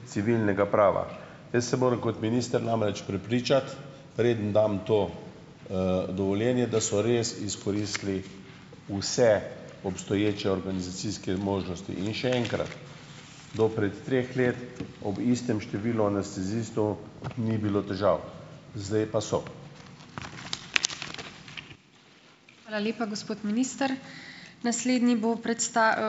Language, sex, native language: Slovenian, male, Slovenian